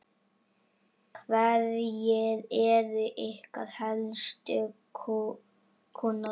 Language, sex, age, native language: Icelandic, male, 7, Icelandic